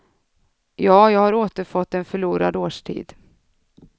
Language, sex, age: Swedish, female, 32